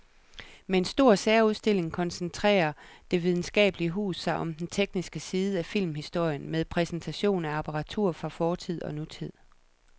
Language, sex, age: Danish, female, 37